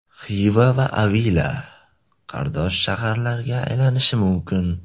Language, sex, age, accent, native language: Uzbek, male, 18-24, Surxondaryo, Uzbek